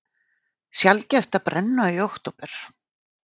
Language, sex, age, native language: Icelandic, female, 40-49, Icelandic